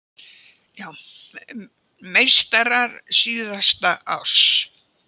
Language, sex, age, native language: Icelandic, female, 80-89, Icelandic